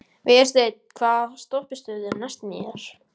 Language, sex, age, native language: Icelandic, male, 14, Icelandic